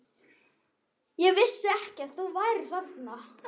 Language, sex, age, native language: Icelandic, female, 11, Icelandic